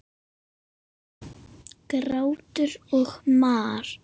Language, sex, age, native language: Icelandic, female, 7, Icelandic